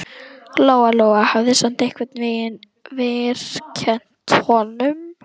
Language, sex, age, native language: Icelandic, female, 11, Icelandic